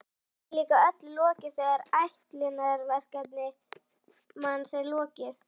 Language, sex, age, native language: Icelandic, female, 11, Icelandic